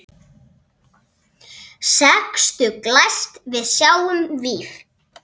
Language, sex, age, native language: Icelandic, female, 7, Icelandic